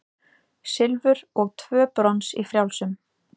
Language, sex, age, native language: Icelandic, female, 30-39, Icelandic